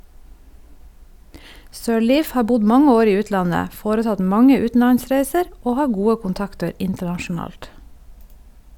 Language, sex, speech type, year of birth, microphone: Norwegian, female, read, 1972, Sennheiser